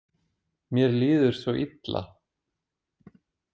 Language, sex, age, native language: Icelandic, male, 20-29, Icelandic